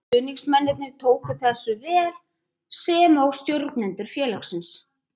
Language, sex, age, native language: Icelandic, female, 30-39, Icelandic